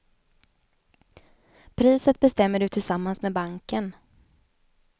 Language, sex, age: Swedish, female, 29